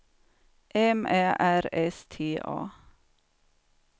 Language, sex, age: Swedish, female, 49